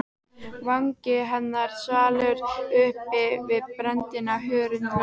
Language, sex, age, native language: Icelandic, female, 12, Icelandic